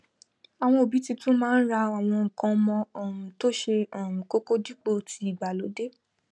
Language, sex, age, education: Yoruba, female, 15-29, tertiary